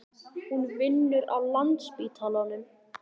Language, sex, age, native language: Icelandic, male, 11, Icelandic